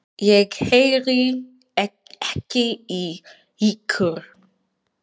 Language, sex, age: Icelandic, female, 20-29